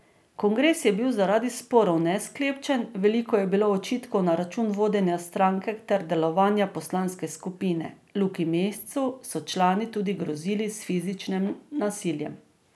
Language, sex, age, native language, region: Slovenian, female, 50-59, Slovenian, Drava region